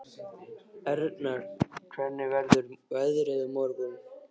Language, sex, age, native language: Icelandic, male, 13, Icelandic